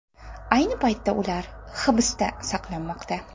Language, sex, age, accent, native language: Uzbek, female, 12-17, Toshkent shahri, Uzbek